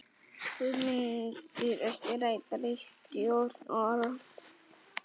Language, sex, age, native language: Icelandic, male, 18-19, Icelandic